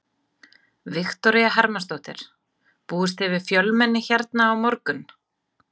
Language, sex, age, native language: Icelandic, female, 30-39, Icelandic